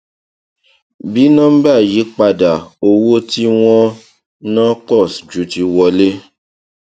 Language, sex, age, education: Yoruba, male, 30-45, tertiary